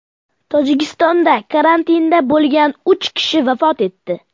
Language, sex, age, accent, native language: Uzbek, male, under 19, Farg'ona, Uzbek